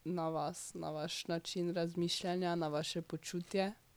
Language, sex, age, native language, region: Slovenian, female, 12-17, Slovenian, Drava region